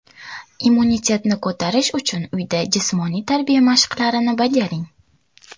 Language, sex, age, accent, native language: Uzbek, female, 19-29, Toshkent viloyati, Uzbek